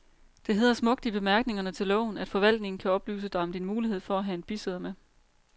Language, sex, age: Danish, female, 30